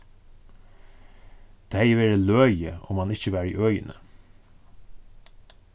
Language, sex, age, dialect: Faroese, male, 36-60, Suðurstreymoy